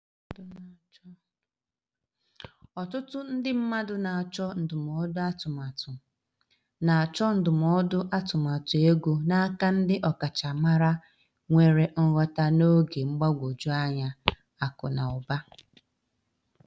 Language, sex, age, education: Igbo, female, 30-45, tertiary